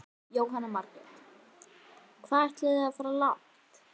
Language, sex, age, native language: Icelandic, female, 12, Icelandic